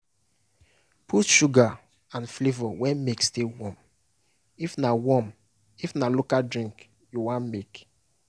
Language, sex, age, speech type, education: Nigerian Pidgin, male, 15-29, spontaneous, tertiary